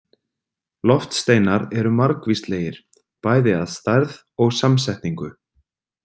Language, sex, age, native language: Icelandic, female, 30-39, Icelandic